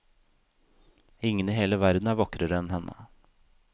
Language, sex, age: Norwegian, male, 32